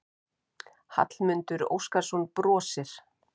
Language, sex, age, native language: Icelandic, female, 50-59, Icelandic